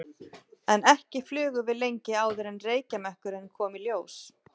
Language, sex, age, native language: Icelandic, female, 40-49, Icelandic